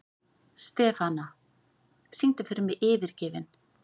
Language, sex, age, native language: Icelandic, female, 40-49, Icelandic